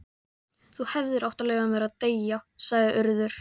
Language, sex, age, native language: Icelandic, female, 13, Icelandic